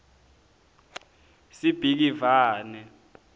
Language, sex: Swati, male